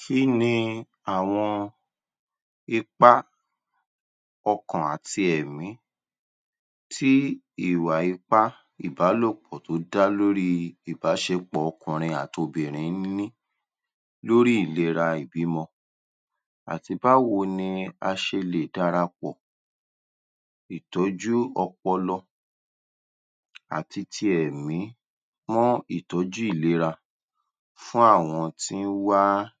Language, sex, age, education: Yoruba, male, 30-45, tertiary